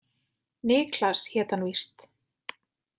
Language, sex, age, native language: Icelandic, female, 20-29, Icelandic